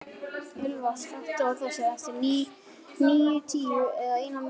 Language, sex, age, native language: Icelandic, male, 11, Icelandic